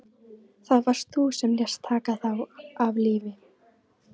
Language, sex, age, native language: Icelandic, female, 13, Icelandic